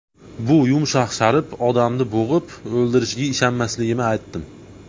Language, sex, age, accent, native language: Uzbek, male, 19-29, Andijon, Uzbek